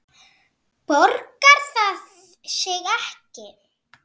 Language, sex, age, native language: Icelandic, female, 7, Icelandic